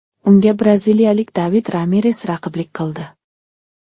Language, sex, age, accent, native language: Uzbek, male, 12-17, Namangan, Uzbek